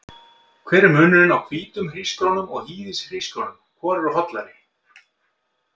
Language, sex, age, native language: Icelandic, male, 50-59, Icelandic